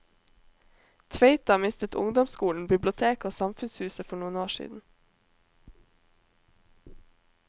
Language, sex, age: Norwegian, female, 21